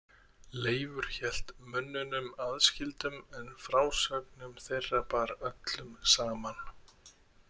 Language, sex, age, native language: Icelandic, male, 30-39, Icelandic